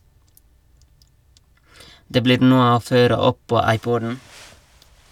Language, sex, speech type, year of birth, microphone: Norwegian, male, read, 1989, Shure